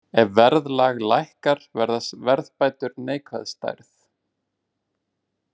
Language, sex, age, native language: Icelandic, male, 20-29, Icelandic